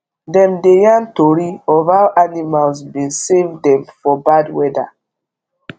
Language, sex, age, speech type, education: Nigerian Pidgin, female, 15-29, spontaneous, tertiary